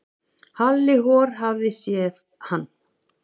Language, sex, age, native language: Icelandic, female, 50-59, Icelandic